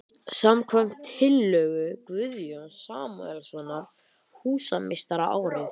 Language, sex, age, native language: Icelandic, other, 12, Icelandic